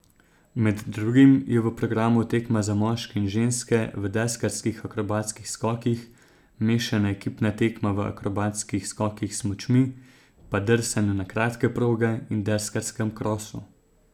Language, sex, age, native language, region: Slovenian, male, 30-49, Slovenian, Zasavska region